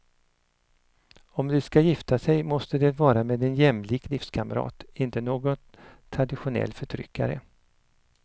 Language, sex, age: Swedish, male, 59